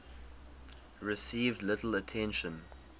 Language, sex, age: English, male, 20